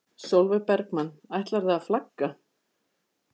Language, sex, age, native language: Icelandic, female, 50-59, Icelandic